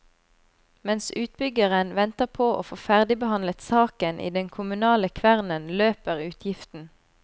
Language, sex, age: Norwegian, female, 25